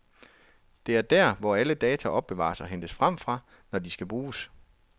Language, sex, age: Danish, male, 33